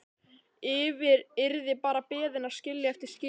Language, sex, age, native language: Icelandic, male, 11, Icelandic